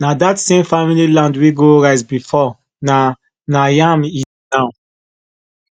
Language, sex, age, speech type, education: Nigerian Pidgin, male, 15-29, spontaneous, tertiary